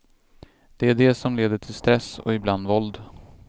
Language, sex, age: Swedish, male, 25